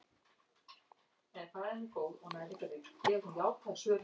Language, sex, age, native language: Icelandic, other, 50-59, Icelandic